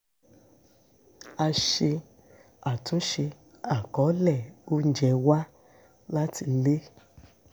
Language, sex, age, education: Yoruba, female, 46-60, secondary